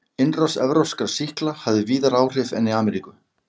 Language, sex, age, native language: Icelandic, male, 50-59, Icelandic